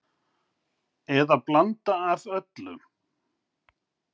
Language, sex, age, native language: Icelandic, male, 50-59, Icelandic